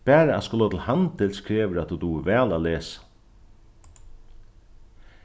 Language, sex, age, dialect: Faroese, male, 36-60, Norðurstreymoy/Eysturoy